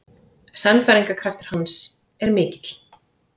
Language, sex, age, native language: Icelandic, female, 30-39, Icelandic